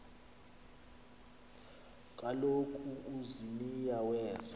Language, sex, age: Xhosa, male, 26